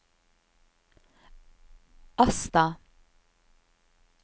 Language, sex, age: Norwegian, female, 50